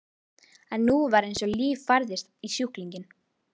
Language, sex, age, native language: Icelandic, female, 12, Icelandic